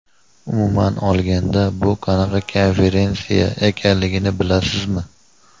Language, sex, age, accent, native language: Uzbek, male, 25-34, Andijon, Uzbek